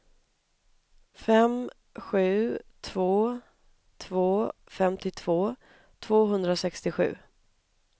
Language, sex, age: Swedish, female, 31